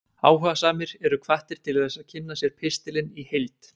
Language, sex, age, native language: Icelandic, male, 20-29, Icelandic